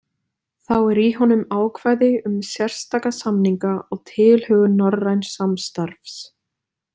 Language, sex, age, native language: Icelandic, female, 20-29, Icelandic